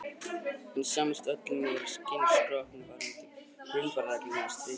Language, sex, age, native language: Icelandic, male, 40-49, Icelandic